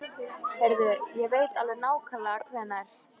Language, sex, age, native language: Icelandic, female, 13, Icelandic